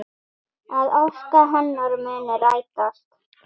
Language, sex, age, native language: Icelandic, female, 10, Icelandic